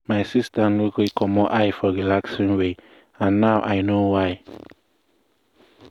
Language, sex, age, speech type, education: Nigerian Pidgin, male, 15-29, spontaneous, tertiary